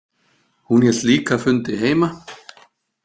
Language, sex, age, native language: Icelandic, male, 50-59, Icelandic